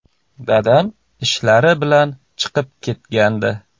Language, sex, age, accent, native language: Uzbek, male, 35+, Samarqand, Uzbek